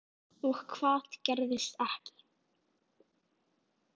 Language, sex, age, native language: Icelandic, female, 9, Icelandic